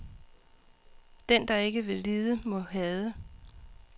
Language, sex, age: Danish, female, 39